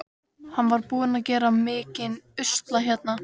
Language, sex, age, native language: Icelandic, female, 13, Icelandic